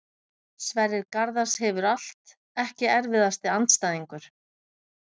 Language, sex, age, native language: Icelandic, female, 50-59, Icelandic